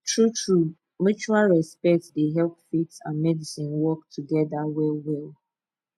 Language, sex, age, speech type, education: Nigerian Pidgin, female, 15-29, spontaneous, tertiary